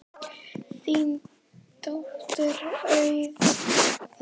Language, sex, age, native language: Icelandic, male, 9, Icelandic